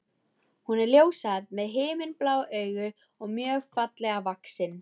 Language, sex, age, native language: Icelandic, female, 13, Icelandic